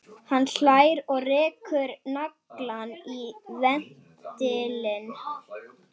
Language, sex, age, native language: Icelandic, female, 12, Swedish